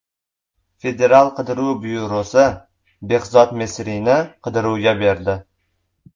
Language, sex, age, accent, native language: Uzbek, male, 18-24, Farg'ona, Uzbek